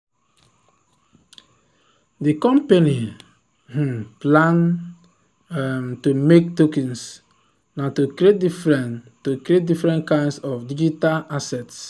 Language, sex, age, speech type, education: Nigerian Pidgin, male, 30-45, spontaneous, tertiary